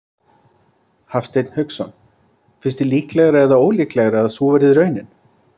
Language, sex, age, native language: Icelandic, male, 30-39, Icelandic